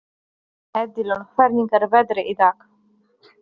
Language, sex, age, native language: Icelandic, female, 30-39, Polish